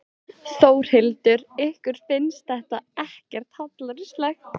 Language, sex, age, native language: Icelandic, female, 15, Icelandic